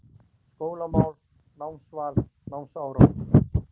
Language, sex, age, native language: Icelandic, male, 40-49, Icelandic